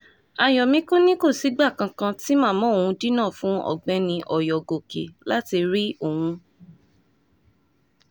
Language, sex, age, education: Yoruba, female, 15-29, tertiary